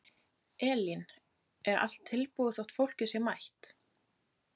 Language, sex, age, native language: Icelandic, female, 30-39, Icelandic